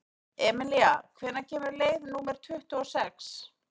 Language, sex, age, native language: Icelandic, female, 30-39, Icelandic